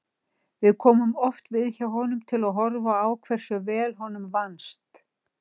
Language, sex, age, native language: Icelandic, female, 60-69, Icelandic